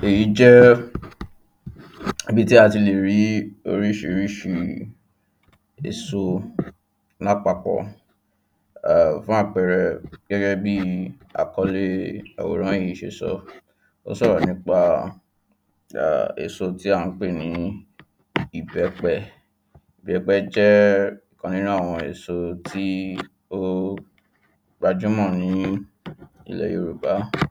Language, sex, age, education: Yoruba, male, 15-29, tertiary